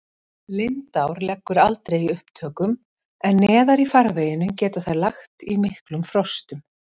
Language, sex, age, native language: Icelandic, female, 50-59, Icelandic